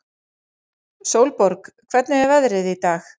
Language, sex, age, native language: Icelandic, female, 40-49, Icelandic